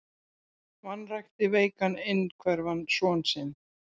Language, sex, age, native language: Icelandic, female, 60-69, Icelandic